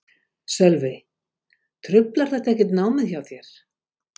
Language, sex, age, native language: Icelandic, female, 50-59, Icelandic